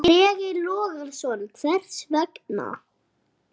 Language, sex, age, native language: Icelandic, male, 6, Icelandic